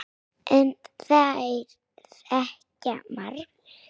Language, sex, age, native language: Icelandic, female, 9, Icelandic